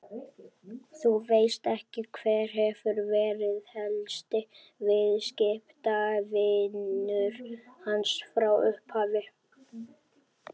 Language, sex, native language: Icelandic, male, Icelandic